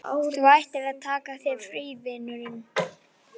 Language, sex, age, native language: Icelandic, female, 11, Icelandic